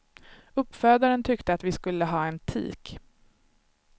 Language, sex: Swedish, male